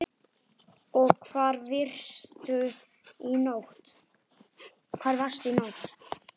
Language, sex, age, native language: Icelandic, male, 9, Icelandic